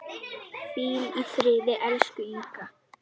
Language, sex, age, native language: Icelandic, female, 10, Icelandic